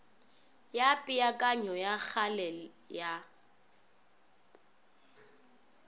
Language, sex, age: Northern Sotho, female, 24